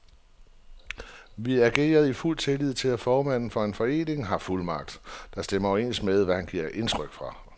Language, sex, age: Danish, male, 47